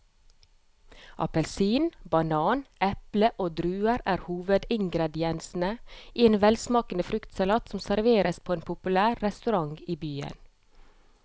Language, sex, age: Norwegian, female, 30